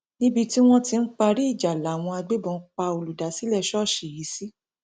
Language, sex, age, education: Yoruba, female, 30-45, tertiary